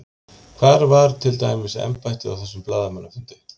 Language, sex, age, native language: Icelandic, male, 50-59, Icelandic